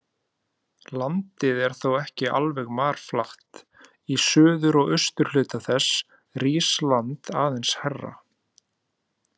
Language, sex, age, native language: Icelandic, male, 30-39, Icelandic